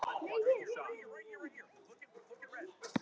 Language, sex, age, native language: Icelandic, male, 9, Icelandic